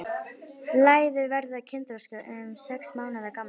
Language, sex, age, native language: Icelandic, female, 50-59, Icelandic